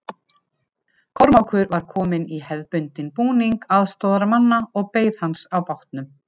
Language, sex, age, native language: Icelandic, female, 50-59, Icelandic